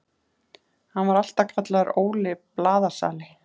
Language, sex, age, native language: Icelandic, female, 30-39, Icelandic